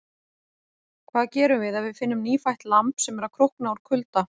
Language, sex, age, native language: Icelandic, female, 40-49, Icelandic